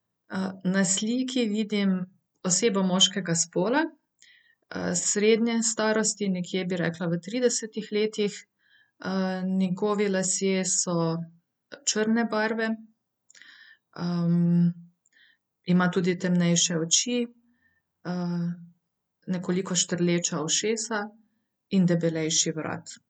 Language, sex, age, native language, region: Slovenian, female, 30-49, Slovenian, Central Slovenia